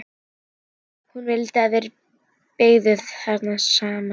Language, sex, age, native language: Icelandic, female, 11, Icelandic